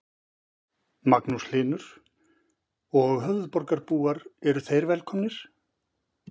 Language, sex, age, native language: Icelandic, male, 50-59, Icelandic